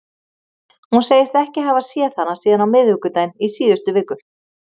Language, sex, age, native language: Icelandic, female, 30-39, Icelandic